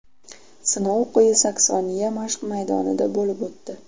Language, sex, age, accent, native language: Uzbek, female, 12-17, Toshkent viloyati, Uzbek